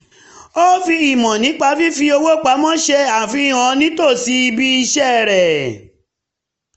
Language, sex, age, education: Yoruba, female, 30-45, tertiary